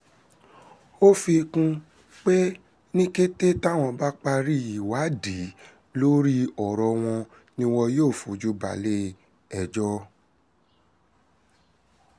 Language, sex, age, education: Yoruba, male, 30-45, secondary